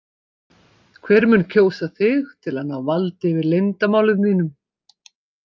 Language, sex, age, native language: Icelandic, female, 50-59, Icelandic